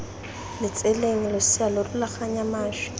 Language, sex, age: Tswana, female, 20